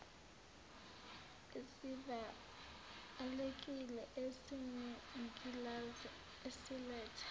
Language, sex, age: Zulu, female, 19